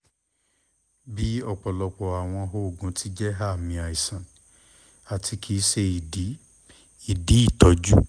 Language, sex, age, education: Yoruba, male, 15-29, tertiary